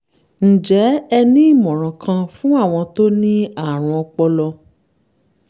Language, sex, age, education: Yoruba, female, 30-45, tertiary